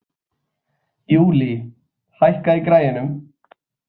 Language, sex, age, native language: Icelandic, male, 20-29, Icelandic